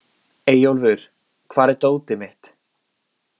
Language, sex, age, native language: Icelandic, male, 20-29, Icelandic